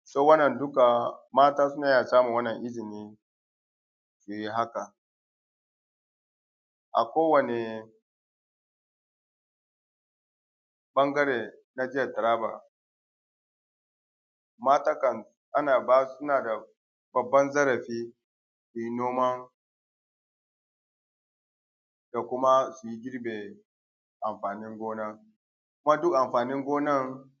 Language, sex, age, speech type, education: Hausa, male, 30-45, spontaneous, tertiary